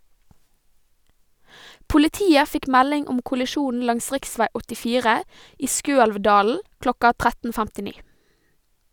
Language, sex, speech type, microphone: Norwegian, female, read, Sennheiser